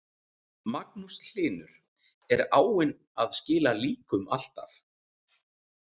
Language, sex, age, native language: Icelandic, male, 40-49, Icelandic